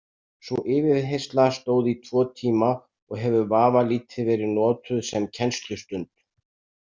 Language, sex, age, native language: Icelandic, male, 60-69, Icelandic